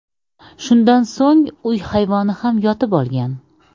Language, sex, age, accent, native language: Uzbek, female, 30-39, Samarqand, Uzbek